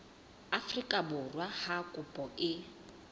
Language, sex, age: Southern Sotho, female, 20